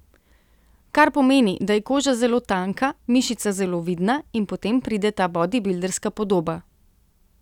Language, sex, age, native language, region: Slovenian, female, 30-49, Slovenian, Central Slovenia